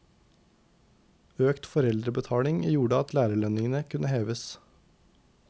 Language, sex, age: Norwegian, male, 19